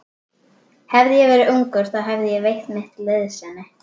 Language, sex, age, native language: Icelandic, female, 12, Icelandic